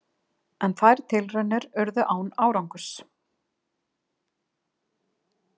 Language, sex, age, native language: Icelandic, female, 50-59, Icelandic